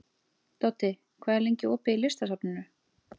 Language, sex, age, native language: Icelandic, female, 30-39, Icelandic